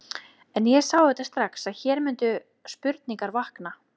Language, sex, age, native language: Icelandic, female, 30-39, Icelandic